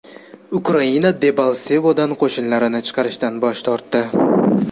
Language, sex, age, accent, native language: Uzbek, male, 18-24, Jizzax, Uzbek